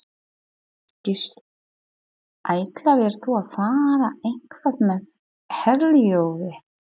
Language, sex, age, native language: Icelandic, female, 40-49, Polish